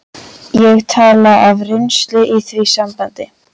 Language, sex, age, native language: Icelandic, female, 13, Icelandic